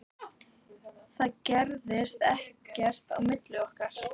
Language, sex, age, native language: Icelandic, female, 12, Icelandic